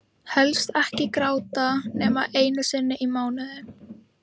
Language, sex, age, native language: Icelandic, female, 11, Icelandic